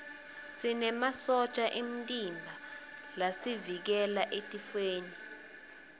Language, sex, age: Swati, female, 22